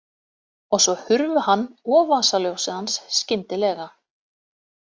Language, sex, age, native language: Icelandic, female, 30-39, Icelandic